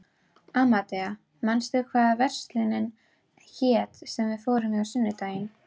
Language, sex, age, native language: Icelandic, female, 12, Icelandic